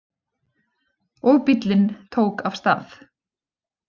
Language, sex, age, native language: Icelandic, female, 20-29, Icelandic